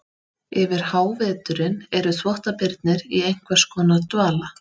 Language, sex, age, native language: Icelandic, female, 30-39, Icelandic